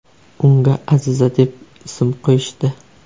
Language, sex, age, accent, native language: Uzbek, male, 25-34, Surxondaryo, Uzbek